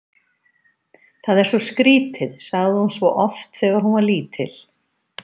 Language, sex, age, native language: Icelandic, female, 50-59, Icelandic